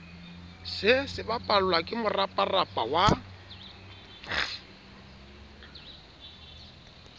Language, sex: Southern Sotho, male